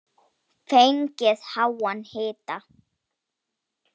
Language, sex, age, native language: Icelandic, female, 18-19, Polish